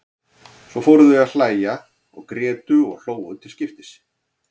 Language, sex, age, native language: Icelandic, male, 40-49, Icelandic